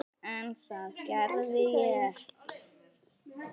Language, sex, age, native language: Icelandic, female, 9, Icelandic